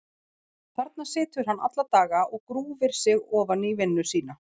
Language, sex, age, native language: Icelandic, female, 40-49, Icelandic